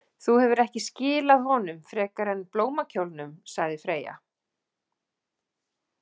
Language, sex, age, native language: Icelandic, female, 40-49, Icelandic